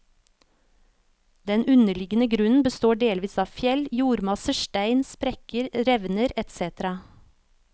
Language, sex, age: Norwegian, female, 36